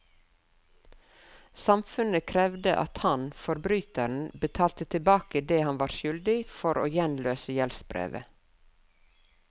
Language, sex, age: Norwegian, female, 52